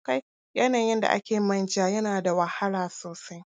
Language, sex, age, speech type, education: Hausa, female, 15-29, spontaneous, primary